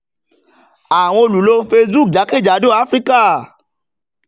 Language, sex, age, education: Yoruba, male, 30-45, tertiary